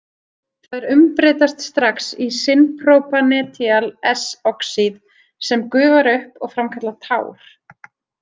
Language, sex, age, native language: Icelandic, female, 30-39, Icelandic